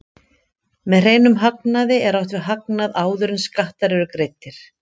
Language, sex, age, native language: Icelandic, female, 50-59, Icelandic